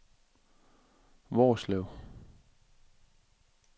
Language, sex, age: Danish, male, 27